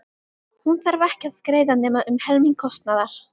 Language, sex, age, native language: Icelandic, female, 12, Icelandic